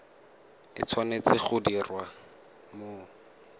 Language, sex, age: Tswana, male, 18